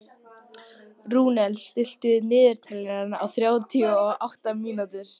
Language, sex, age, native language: Icelandic, female, 12, Icelandic